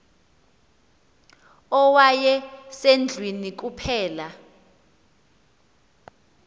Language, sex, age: Xhosa, female, 24